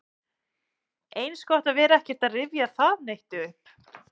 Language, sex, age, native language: Icelandic, male, 11, Icelandic